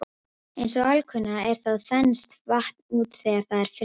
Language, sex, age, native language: Icelandic, female, 18-19, Icelandic